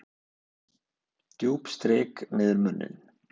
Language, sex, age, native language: Icelandic, male, 20-29, Icelandic